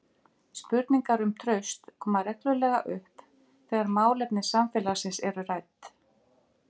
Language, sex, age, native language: Icelandic, female, 50-59, Icelandic